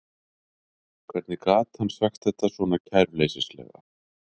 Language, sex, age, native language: Icelandic, male, 50-59, Icelandic